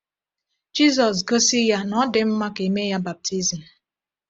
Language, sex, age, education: Igbo, female, 15-29, tertiary